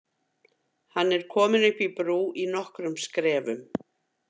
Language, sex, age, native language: Icelandic, female, 50-59, Icelandic